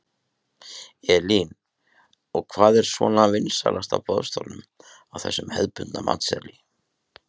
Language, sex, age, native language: Icelandic, male, 30-39, Icelandic